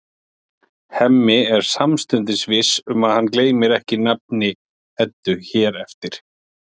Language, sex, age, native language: Icelandic, male, 40-49, Icelandic